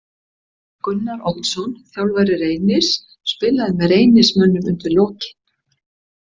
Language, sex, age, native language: Icelandic, female, 60-69, Icelandic